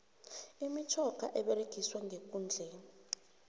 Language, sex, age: South Ndebele, female, 24